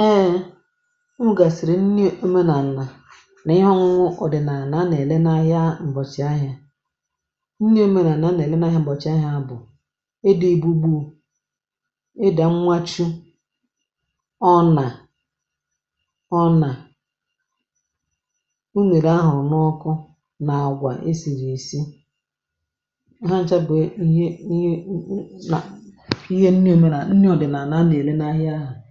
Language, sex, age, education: Igbo, female, 46-60, tertiary